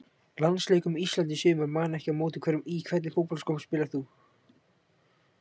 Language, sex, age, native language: Icelandic, male, 18-19, Icelandic